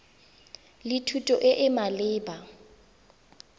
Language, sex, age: Tswana, female, 19